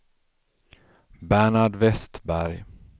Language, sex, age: Swedish, male, 35